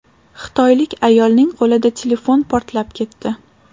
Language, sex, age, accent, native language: Uzbek, female, 18-24, Toshkent shahri, Uzbek